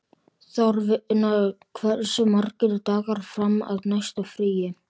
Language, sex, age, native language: Icelandic, male, 12, Icelandic